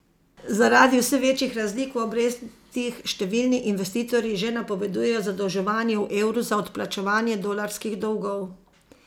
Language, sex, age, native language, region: Slovenian, female, 50-59, Slovenian, Zasavska region